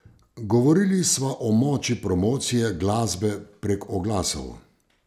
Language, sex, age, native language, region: Slovenian, male, 50-59, Slovenian, Savinja region